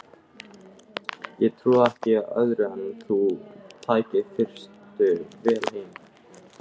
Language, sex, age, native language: Icelandic, male, 18-19, Icelandic